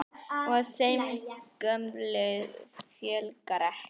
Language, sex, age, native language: Icelandic, male, 10, Icelandic